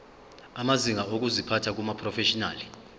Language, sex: Zulu, male